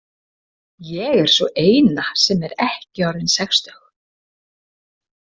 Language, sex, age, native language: Icelandic, female, 60-69, Icelandic